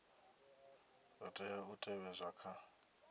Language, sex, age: Venda, male, 27